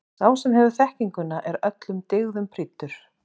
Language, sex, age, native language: Icelandic, female, 40-49, Icelandic